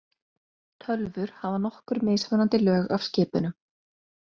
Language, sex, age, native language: Icelandic, female, 20-29, Icelandic